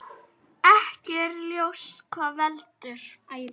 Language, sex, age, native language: Icelandic, female, 9, Icelandic